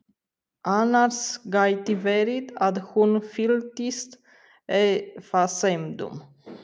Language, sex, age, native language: Icelandic, female, 30-39, Romanian